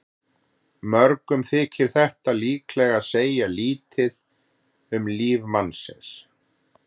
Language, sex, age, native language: Icelandic, male, 40-49, Icelandic